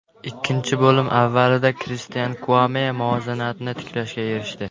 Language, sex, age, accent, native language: Uzbek, male, under 19, Samarqand, Uzbek